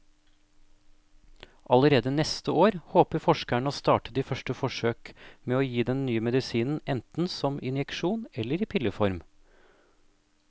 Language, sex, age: Norwegian, male, 28